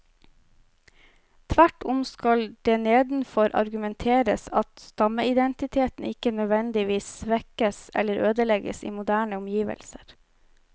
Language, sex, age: Norwegian, female, 25